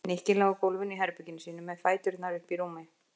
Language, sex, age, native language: Icelandic, female, 50-59, Icelandic